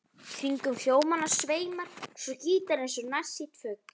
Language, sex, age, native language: Icelandic, female, 11, Icelandic